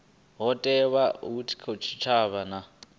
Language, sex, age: Venda, male, 22